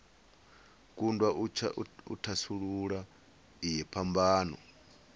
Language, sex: Venda, male